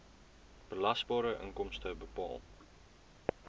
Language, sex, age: Afrikaans, male, 23